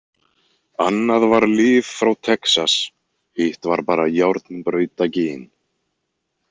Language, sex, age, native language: Icelandic, male, 20-29, Icelandic